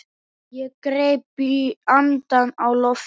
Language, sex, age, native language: Icelandic, male, 10, Icelandic